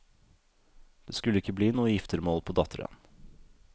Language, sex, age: Norwegian, male, 32